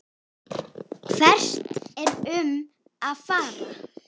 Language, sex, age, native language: Icelandic, female, 18-19, Icelandic